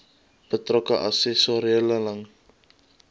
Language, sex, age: Afrikaans, male, 22